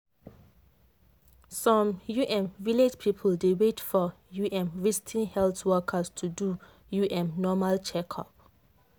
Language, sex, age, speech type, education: Nigerian Pidgin, female, 15-29, spontaneous, tertiary